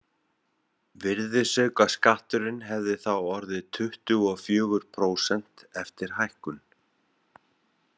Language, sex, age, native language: Icelandic, male, 50-59, Icelandic